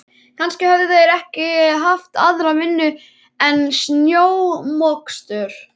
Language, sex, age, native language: Icelandic, male, 11, Icelandic